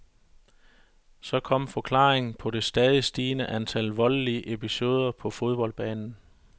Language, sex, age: Danish, male, 41